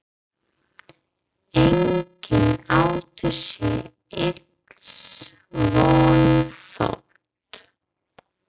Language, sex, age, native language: Icelandic, female, 30-39, English